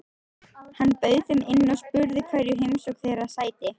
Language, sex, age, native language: Icelandic, female, 13, Icelandic